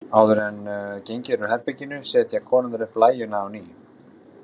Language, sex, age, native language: Icelandic, male, 40-49, Icelandic